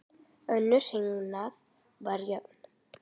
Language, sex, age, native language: Icelandic, female, 10, Icelandic